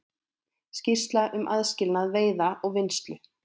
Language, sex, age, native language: Icelandic, female, 20-29, Icelandic